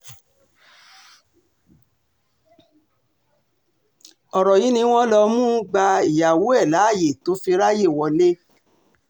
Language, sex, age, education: Yoruba, female, 60+, tertiary